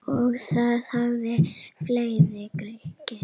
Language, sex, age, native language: Icelandic, female, 7, Icelandic